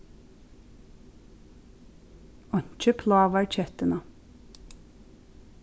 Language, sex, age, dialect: Faroese, female, 36-60, Suðurstreymoy